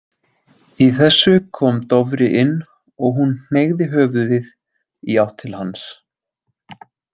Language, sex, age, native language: Icelandic, male, 20-29, Icelandic